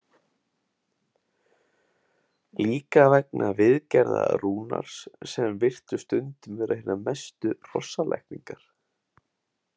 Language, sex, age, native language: Icelandic, male, 18-19, Icelandic